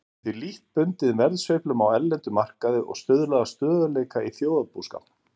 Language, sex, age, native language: Icelandic, male, 50-59, Icelandic